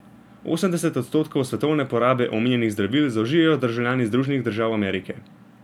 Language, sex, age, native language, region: Slovenian, male, 18-29, Slovenian, Gorenjska region